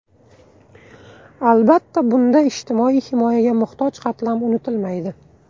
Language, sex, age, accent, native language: Uzbek, male, 18-24, Buxoro, Uzbek